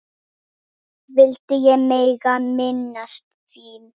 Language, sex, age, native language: Icelandic, female, 7, Icelandic